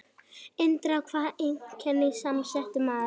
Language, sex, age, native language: Icelandic, female, 60-69, Icelandic